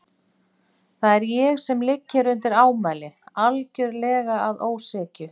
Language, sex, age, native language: Icelandic, female, 40-49, Icelandic